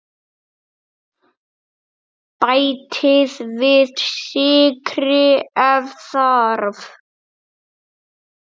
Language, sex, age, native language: Icelandic, male, 6, Icelandic